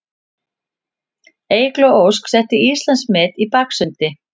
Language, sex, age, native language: Icelandic, female, 50-59, Icelandic